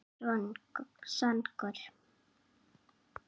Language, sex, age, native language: Icelandic, female, 7, Icelandic